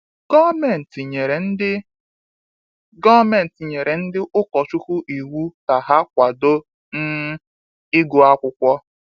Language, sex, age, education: Igbo, male, 15-29, tertiary